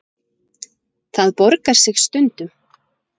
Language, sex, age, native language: Icelandic, female, 40-49, Icelandic